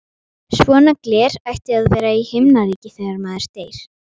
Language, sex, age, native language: Icelandic, female, 12, Icelandic